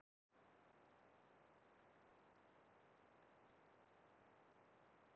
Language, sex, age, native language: Icelandic, female, 30-39, Icelandic